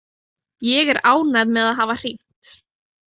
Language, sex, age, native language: Icelandic, female, 20-29, Icelandic